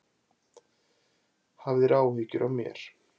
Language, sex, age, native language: Icelandic, male, 40-49, Icelandic